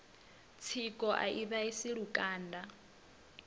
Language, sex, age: Venda, female, 22